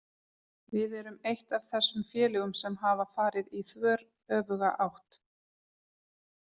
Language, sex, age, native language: Icelandic, female, 40-49, Icelandic